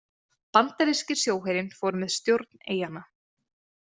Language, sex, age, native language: Icelandic, female, 30-39, Icelandic